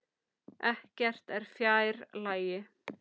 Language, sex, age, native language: Icelandic, female, 10, Icelandic